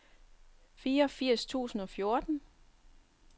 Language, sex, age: Danish, female, 42